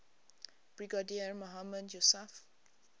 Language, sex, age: English, female, 20